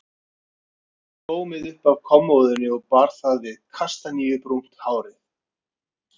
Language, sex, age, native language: Icelandic, male, 50-59, Icelandic